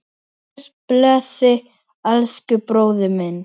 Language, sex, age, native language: Icelandic, male, 7, Icelandic